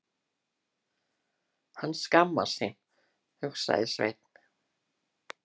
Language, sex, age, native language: Icelandic, female, 60-69, Icelandic